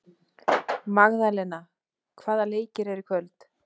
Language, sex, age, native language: Icelandic, female, 30-39, Icelandic